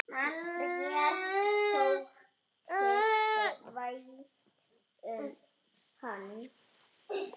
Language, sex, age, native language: Icelandic, female, 6, Icelandic